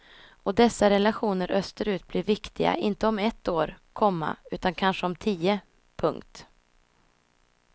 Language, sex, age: Swedish, female, 26